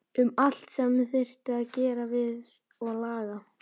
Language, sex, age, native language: Icelandic, male, 11, Icelandic